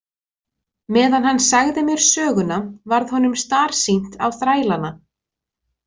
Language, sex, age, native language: Icelandic, female, 20-29, Icelandic